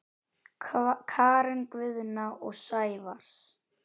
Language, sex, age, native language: Icelandic, female, 10, Icelandic